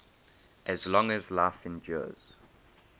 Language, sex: English, male